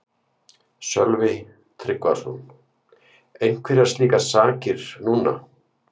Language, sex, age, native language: Icelandic, male, 50-59, Icelandic